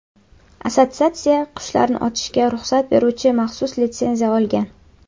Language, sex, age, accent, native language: Uzbek, female, under 19, Qashqadaryo, Uzbek